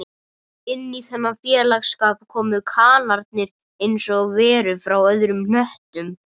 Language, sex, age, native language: Icelandic, female, 30-39, Russian